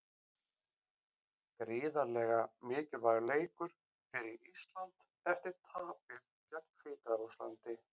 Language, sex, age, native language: Icelandic, male, 40-49, Icelandic